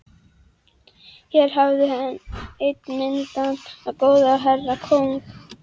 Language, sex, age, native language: Icelandic, female, 11, Icelandic